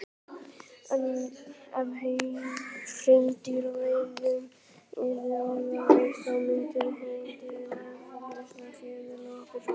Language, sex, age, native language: Icelandic, male, 18-19, Icelandic